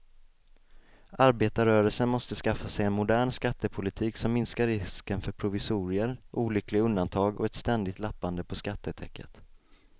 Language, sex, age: Swedish, male, 20